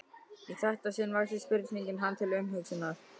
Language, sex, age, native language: Icelandic, male, 12, Icelandic